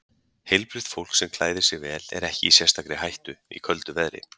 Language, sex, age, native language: Icelandic, male, 40-49, Icelandic